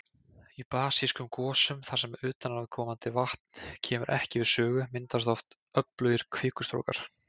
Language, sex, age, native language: Icelandic, male, 20-29, Icelandic